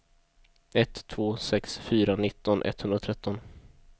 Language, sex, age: Swedish, male, 22